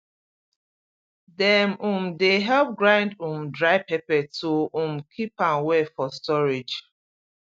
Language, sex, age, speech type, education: Nigerian Pidgin, female, 30-45, spontaneous, tertiary